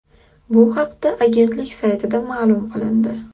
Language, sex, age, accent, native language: Uzbek, female, 25-34, Qashqadaryo, Uzbek